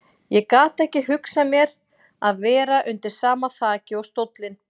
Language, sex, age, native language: Icelandic, female, 40-49, Icelandic